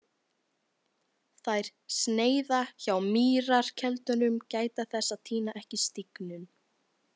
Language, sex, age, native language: Icelandic, female, 18-19, Icelandic